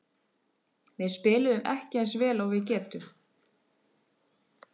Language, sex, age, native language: Icelandic, female, 30-39, Icelandic